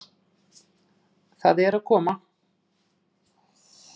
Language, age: Icelandic, 40-49